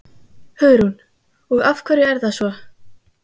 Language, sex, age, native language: Icelandic, female, 15, Icelandic